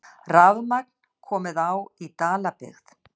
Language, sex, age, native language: Icelandic, female, 60-69, Icelandic